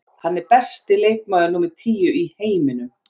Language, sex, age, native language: Icelandic, female, 40-49, Icelandic